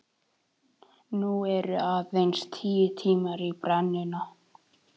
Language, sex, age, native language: Icelandic, male, 11, Icelandic